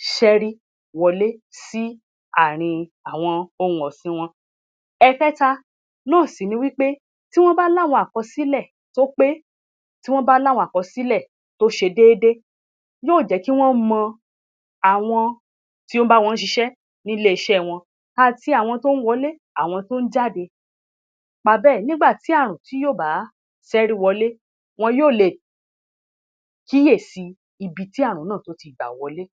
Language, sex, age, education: Yoruba, female, 30-45, tertiary